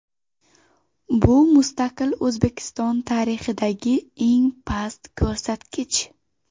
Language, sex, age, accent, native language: Uzbek, female, 18-24, Xorazm, Uzbek